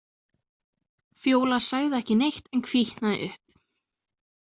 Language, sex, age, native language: Icelandic, female, 20-29, Icelandic